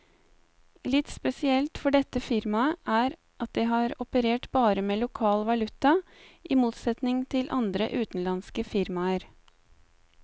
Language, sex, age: Norwegian, female, 35